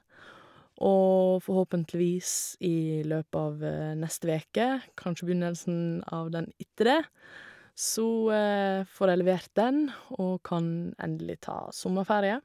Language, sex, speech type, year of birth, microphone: Norwegian, female, spontaneous, 1985, Shure